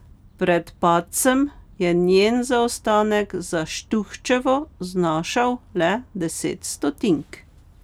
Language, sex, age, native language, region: Slovenian, female, 50-59, Slovenian, Pomurje region